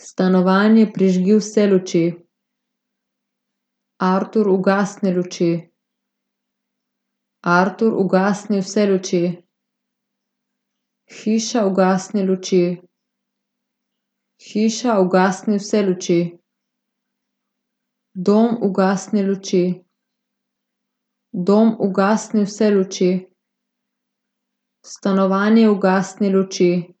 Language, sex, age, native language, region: Slovenian, female, 18-29, Slovenian, Gorica region